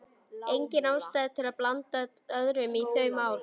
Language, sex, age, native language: Icelandic, female, 11, Icelandic